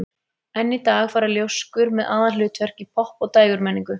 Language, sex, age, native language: Icelandic, female, 30-39, Icelandic